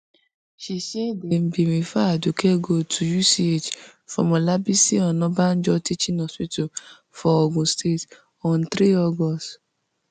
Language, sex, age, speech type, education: Nigerian Pidgin, female, 15-29, spontaneous, tertiary